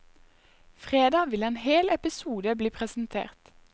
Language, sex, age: Norwegian, female, 21